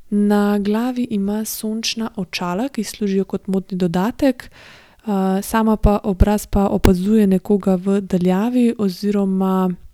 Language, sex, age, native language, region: Slovenian, female, 18-29, Slovenian, Gorenjska region